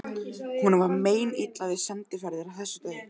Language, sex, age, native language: Icelandic, male, 12, Icelandic